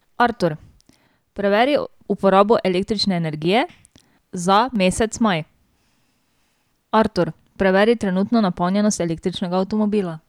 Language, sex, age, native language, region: Slovenian, female, 18-29, Slovenian, Drava region